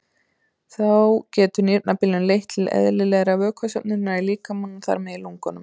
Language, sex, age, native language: Icelandic, female, 30-39, Icelandic